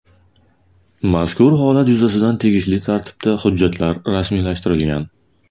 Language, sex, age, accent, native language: Uzbek, male, 19-29, Farg'ona, Uzbek